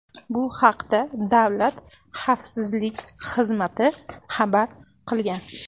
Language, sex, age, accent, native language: Uzbek, female, 25-34, Andijon, Uzbek